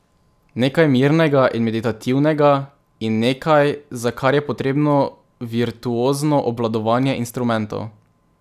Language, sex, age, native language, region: Slovenian, male, 18-29, Slovenian, Drava region